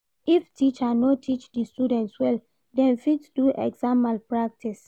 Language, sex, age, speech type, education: Nigerian Pidgin, female, 46-60, read, primary